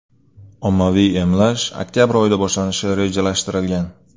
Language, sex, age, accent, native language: Uzbek, male, 25-34, Sirdaryo, Uzbek